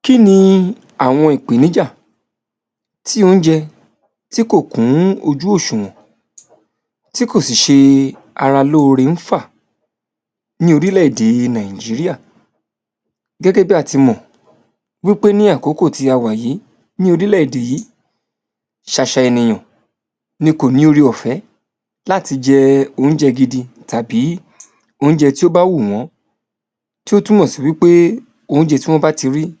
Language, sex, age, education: Yoruba, male, 30-45, tertiary